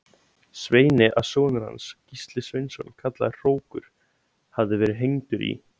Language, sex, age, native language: Icelandic, male, 17, Icelandic